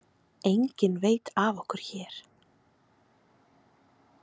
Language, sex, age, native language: Icelandic, female, 30-39, Icelandic